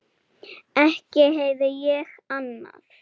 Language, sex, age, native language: Icelandic, female, 7, Icelandic